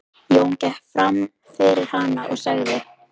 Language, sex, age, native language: Icelandic, female, 13, Icelandic